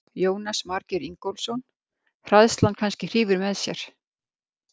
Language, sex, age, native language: Icelandic, female, 50-59, Icelandic